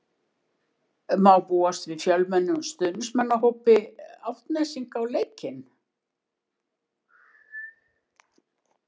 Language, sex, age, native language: Icelandic, female, 70-79, Icelandic